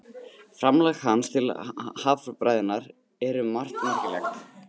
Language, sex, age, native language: Icelandic, male, 18-19, Icelandic